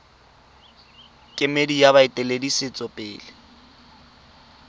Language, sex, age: Tswana, male, 23